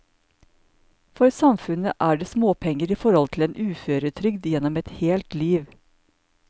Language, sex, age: Norwegian, male, 54